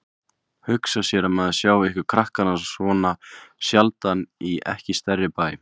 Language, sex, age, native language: Icelandic, male, 20-29, Icelandic